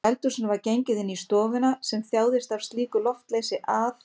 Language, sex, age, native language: Icelandic, female, 50-59, Icelandic